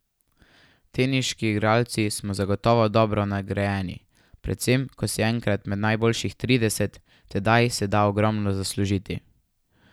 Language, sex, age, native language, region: Slovenian, male, 12-17, Slovenian, Savinja region